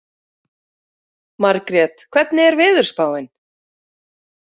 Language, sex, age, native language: Icelandic, female, 40-49, Icelandic